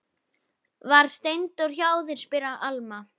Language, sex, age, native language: Icelandic, female, 11, Icelandic